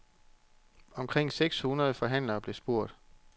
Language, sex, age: Danish, male, 34